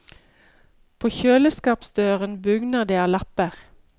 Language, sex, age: Norwegian, female, 53